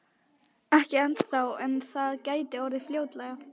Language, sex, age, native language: Icelandic, female, 12, Icelandic